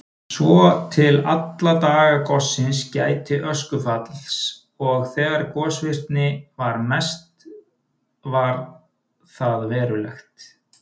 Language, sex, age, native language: Icelandic, male, 30-39, Icelandic